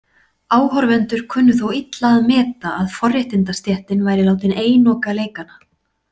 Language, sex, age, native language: Icelandic, female, 40-49, Icelandic